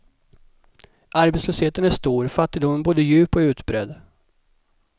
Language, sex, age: Swedish, male, 37